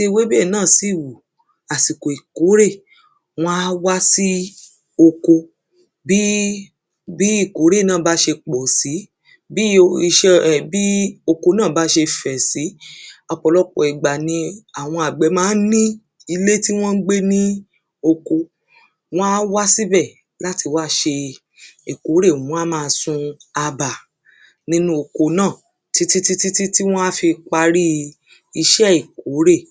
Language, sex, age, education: Yoruba, female, 30-45, secondary